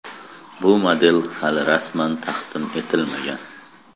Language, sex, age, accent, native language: Uzbek, male, 25-34, Toshkent viloyati, Kazakh